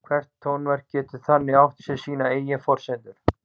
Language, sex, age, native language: Icelandic, male, 40-49, Icelandic